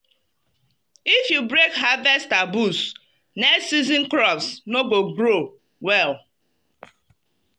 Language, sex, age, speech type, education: Nigerian Pidgin, female, 30-45, spontaneous, tertiary